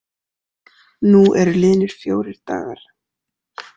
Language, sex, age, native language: Icelandic, female, 40-49, Icelandic